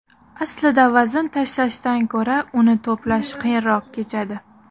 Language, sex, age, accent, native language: Uzbek, female, 19-29, Xorazm, Uzbek